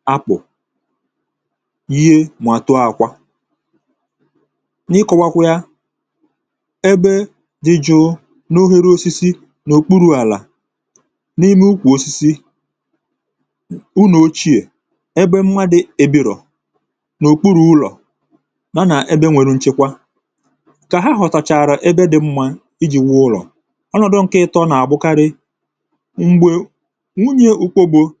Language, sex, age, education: Igbo, male, 30-45, tertiary